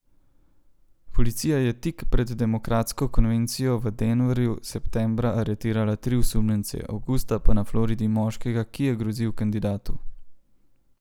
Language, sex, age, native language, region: Slovenian, male, 30-49, Slovenian, Central Slovenia